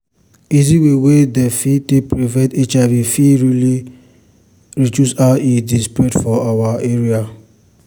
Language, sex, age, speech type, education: Nigerian Pidgin, male, 15-29, spontaneous, tertiary